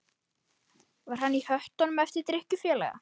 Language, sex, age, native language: Icelandic, male, 13, Icelandic